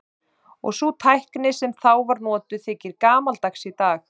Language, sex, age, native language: Icelandic, male, 30-39, Icelandic